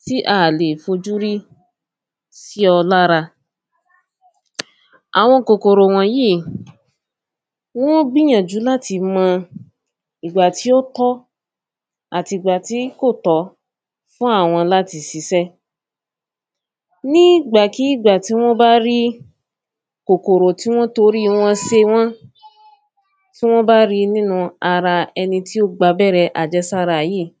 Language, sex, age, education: Yoruba, female, 15-29, tertiary